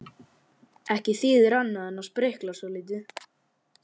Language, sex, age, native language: Icelandic, male, 11, Icelandic